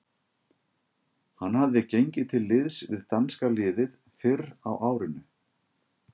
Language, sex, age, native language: Icelandic, male, 50-59, Icelandic